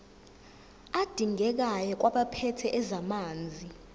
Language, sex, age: Zulu, female, 17